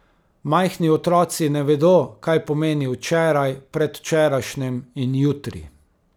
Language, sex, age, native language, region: Slovenian, male, 30-49, Slovenian, Carinthia region